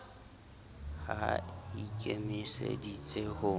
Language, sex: Southern Sotho, male